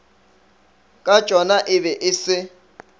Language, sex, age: Northern Sotho, male, 24